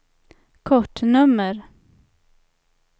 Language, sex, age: Swedish, female, 27